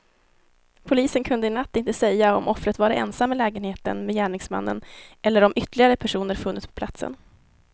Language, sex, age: Swedish, female, 19